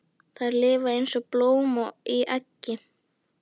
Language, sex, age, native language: Icelandic, female, 11, Icelandic